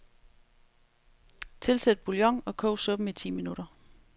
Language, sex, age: Danish, female, 35